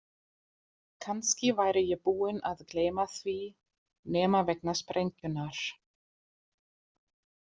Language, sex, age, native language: Icelandic, female, 40-49, German